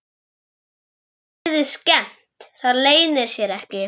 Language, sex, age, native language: Icelandic, male, 11, Icelandic